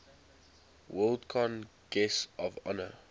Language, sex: English, male